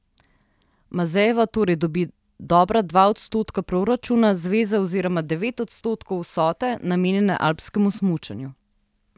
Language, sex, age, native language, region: Slovenian, female, 30-49, Slovenian, Southeast Slovenia